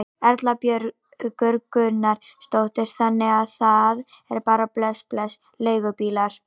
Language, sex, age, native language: Icelandic, female, 18-19, Icelandic